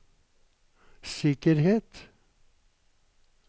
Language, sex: Norwegian, male